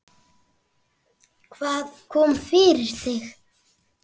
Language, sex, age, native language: Icelandic, female, 9, Icelandic